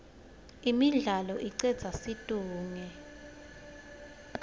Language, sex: Swati, female